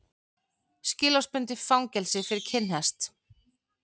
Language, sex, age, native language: Icelandic, female, 40-49, Icelandic